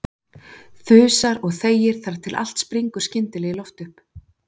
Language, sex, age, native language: Icelandic, female, 40-49, Icelandic